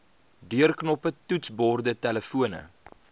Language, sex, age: Afrikaans, male, 22